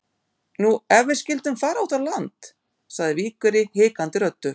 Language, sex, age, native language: Icelandic, female, 50-59, Icelandic